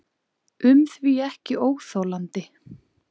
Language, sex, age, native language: Icelandic, female, 20-29, Icelandic